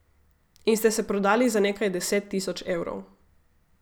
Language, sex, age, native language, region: Slovenian, female, 18-29, Slovenian, Gorica region